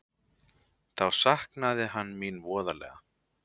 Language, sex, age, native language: Icelandic, male, 20-29, Icelandic